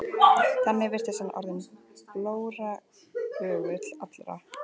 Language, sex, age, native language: Icelandic, female, 14, Icelandic